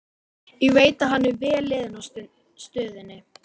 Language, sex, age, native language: Icelandic, female, 12, Icelandic